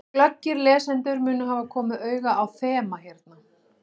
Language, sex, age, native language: Icelandic, female, 40-49, Icelandic